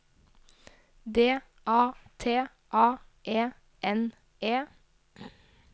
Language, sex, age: Norwegian, female, 22